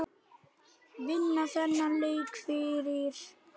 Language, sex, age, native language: Icelandic, other, 9, Icelandic